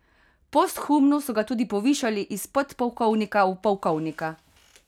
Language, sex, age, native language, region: Slovenian, female, 30-49, Slovenian, Carinthia region